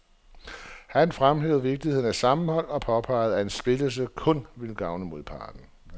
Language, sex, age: Danish, male, 47